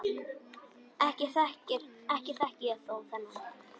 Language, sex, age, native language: Icelandic, male, 10, Icelandic